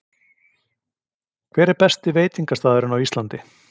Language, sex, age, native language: Icelandic, male, 40-49, Icelandic